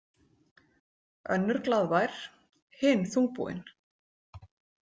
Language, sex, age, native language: Icelandic, female, 40-49, Icelandic